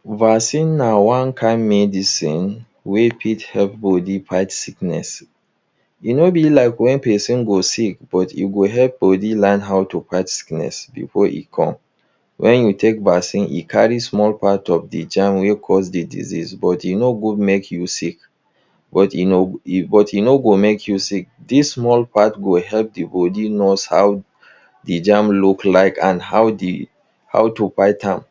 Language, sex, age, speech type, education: Nigerian Pidgin, male, 30-45, spontaneous, tertiary